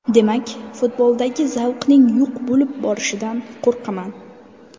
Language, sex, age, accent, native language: Uzbek, female, 18-24, Samarqand, Uzbek